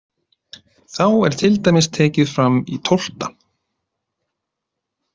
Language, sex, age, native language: Icelandic, male, 30-39, Icelandic